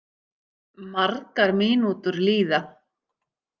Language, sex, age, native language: Icelandic, female, 50-59, Icelandic